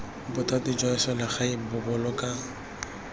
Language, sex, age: Tswana, male, 21